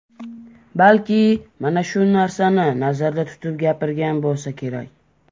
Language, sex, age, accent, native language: Uzbek, male, under 19, Andijon, Uzbek